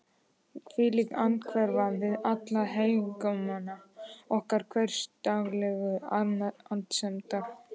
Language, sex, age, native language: Icelandic, male, 12, Icelandic